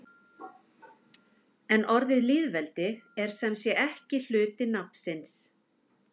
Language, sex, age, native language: Icelandic, female, 50-59, Icelandic